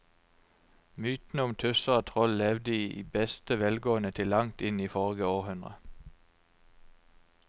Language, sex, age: Norwegian, male, 29